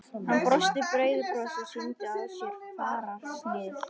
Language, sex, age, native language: Icelandic, female, 13, Icelandic